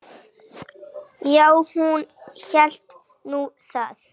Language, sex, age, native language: Icelandic, female, 8, Icelandic